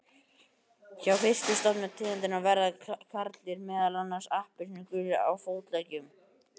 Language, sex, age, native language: Icelandic, male, 18-19, Icelandic